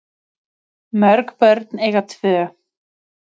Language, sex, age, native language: Icelandic, female, 30-39, Icelandic